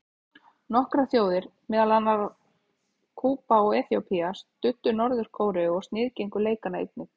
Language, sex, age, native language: Icelandic, female, 30-39, Icelandic